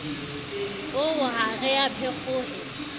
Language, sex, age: Southern Sotho, female, 35